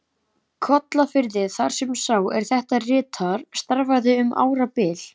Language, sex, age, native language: Icelandic, male, 11, Icelandic